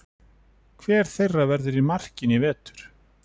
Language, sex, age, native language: Icelandic, male, 40-49, Icelandic